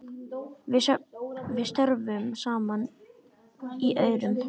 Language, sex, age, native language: Icelandic, male, 10, Icelandic